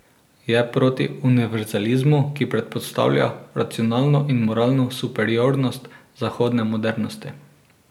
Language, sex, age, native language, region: Slovenian, male, 18-29, Slovenian, Drava region